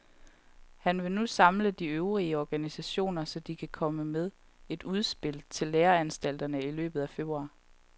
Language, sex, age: Danish, female, 31